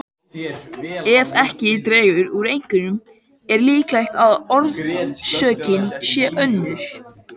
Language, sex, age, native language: Icelandic, male, 18-19, Icelandic